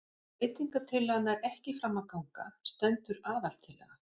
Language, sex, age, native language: Icelandic, female, 50-59, Icelandic